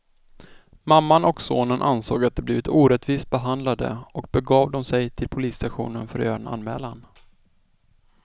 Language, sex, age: Swedish, male, 20